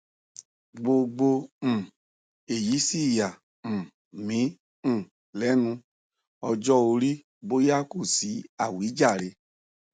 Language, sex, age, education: Yoruba, male, 46-60, tertiary